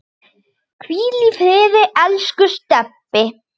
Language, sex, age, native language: Icelandic, male, 9, Icelandic